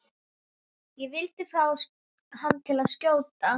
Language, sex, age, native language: Icelandic, female, 11, Icelandic